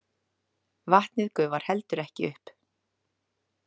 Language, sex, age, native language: Icelandic, female, 30-39, Icelandic